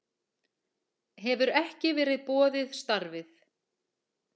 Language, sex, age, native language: Icelandic, female, 40-49, Icelandic